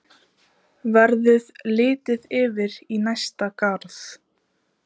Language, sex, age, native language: Icelandic, female, 15, Icelandic